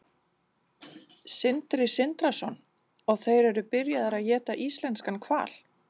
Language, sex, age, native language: Icelandic, female, 40-49, Danish